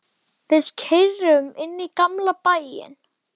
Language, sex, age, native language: Icelandic, male, 12, Icelandic